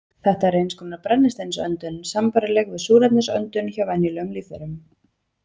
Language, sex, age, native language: Icelandic, female, 20-29, Icelandic